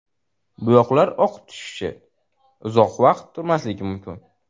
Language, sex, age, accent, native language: Uzbek, male, 12-17, Jizzax, Uzbek